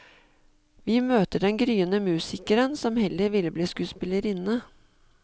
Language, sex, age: Norwegian, female, 52